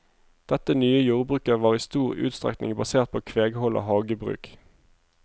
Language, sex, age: Norwegian, male, 25